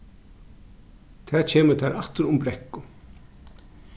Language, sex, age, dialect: Faroese, male, 36-60, Norðurstreymoy/Eysturoy